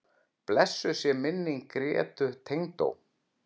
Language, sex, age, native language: Icelandic, male, 10, Icelandic